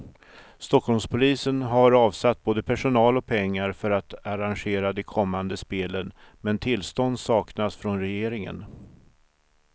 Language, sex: Swedish, male